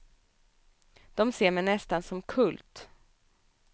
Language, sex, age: Swedish, female, 27